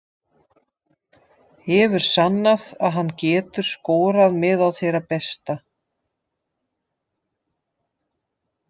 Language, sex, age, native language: Icelandic, female, 50-59, Dutch